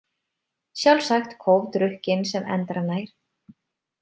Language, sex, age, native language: Icelandic, female, 30-39, Icelandic